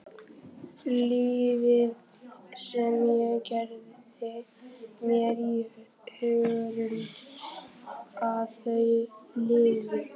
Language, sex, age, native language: Icelandic, male, 11, Icelandic